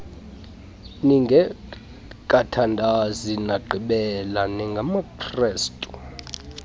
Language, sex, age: Xhosa, male, 32